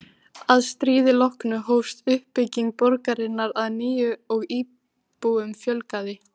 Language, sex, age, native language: Icelandic, female, 18-19, Icelandic